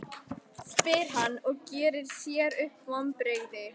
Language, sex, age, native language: Icelandic, female, 11, Icelandic